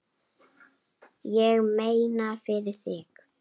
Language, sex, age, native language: Icelandic, female, 8, Icelandic